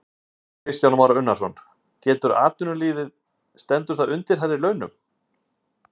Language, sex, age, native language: Icelandic, male, 50-59, Icelandic